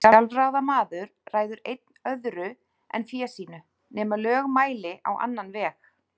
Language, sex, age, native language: Icelandic, female, 40-49, Icelandic